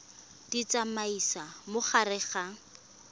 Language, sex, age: Tswana, female, 20